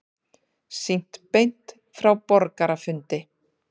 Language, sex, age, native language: Icelandic, female, 30-39, Icelandic